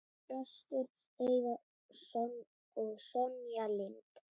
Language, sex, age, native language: Icelandic, female, 7, Icelandic